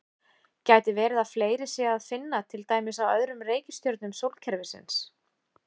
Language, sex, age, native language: Icelandic, female, 20-29, Icelandic